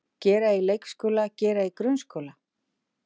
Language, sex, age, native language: Icelandic, female, 50-59, Icelandic